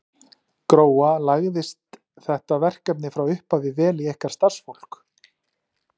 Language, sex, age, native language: Icelandic, male, 40-49, Icelandic